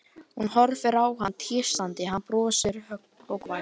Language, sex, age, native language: Icelandic, male, 12, Icelandic